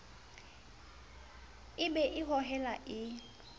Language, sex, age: Southern Sotho, female, 35